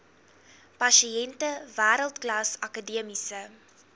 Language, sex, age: Afrikaans, female, 19